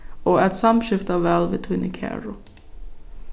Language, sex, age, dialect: Faroese, female, 15-35, Suðurstreymoy